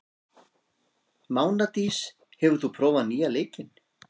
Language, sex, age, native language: Icelandic, male, 40-49, Icelandic